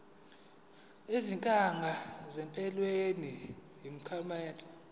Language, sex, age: Zulu, male, 20